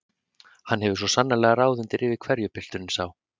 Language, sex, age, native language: Icelandic, male, 30-39, Icelandic